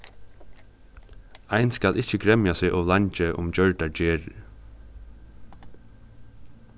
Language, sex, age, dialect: Faroese, male, 15-35, Suðurstreymoy